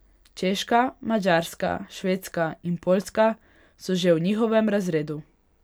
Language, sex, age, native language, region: Slovenian, female, 18-29, Hungarian, Pomurje region